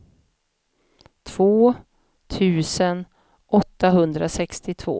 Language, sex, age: Swedish, female, 50